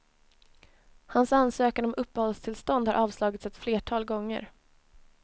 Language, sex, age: Swedish, female, 20